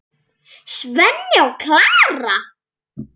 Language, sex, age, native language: Icelandic, female, 8, Icelandic